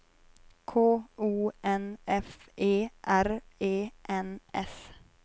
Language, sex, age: Swedish, female, 23